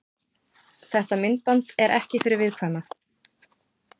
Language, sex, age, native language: Icelandic, female, 40-49, Icelandic